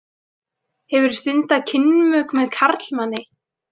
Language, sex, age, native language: Icelandic, female, 18-19, Icelandic